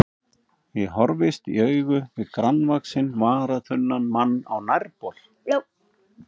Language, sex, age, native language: Icelandic, male, 13, Icelandic